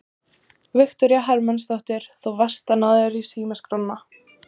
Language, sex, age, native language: Icelandic, female, 18-19, Russian